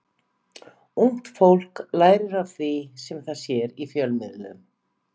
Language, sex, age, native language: Icelandic, female, 50-59, Icelandic